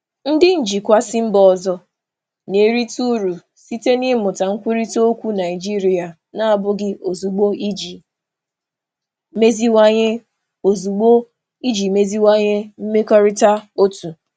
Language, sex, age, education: Igbo, male, 30-45, tertiary